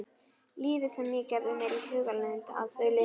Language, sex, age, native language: Icelandic, female, 11, Icelandic